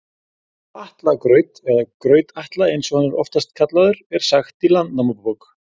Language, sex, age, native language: Icelandic, male, 40-49, Icelandic